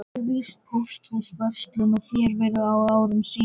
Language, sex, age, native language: Icelandic, male, 14, Icelandic